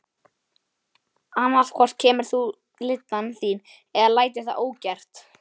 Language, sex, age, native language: Icelandic, male, 11, Icelandic